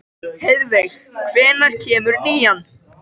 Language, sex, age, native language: Icelandic, male, 13, Icelandic